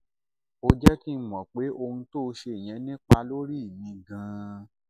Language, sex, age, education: Yoruba, male, 30-45, tertiary